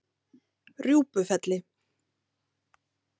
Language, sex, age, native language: Icelandic, female, 30-39, Icelandic